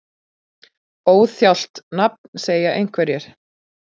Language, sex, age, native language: Icelandic, female, 40-49, Icelandic